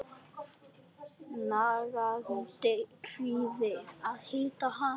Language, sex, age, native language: Icelandic, male, 10, Icelandic